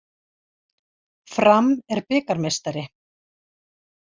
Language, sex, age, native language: Icelandic, female, 60-69, Icelandic